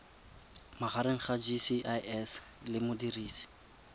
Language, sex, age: Tswana, male, 22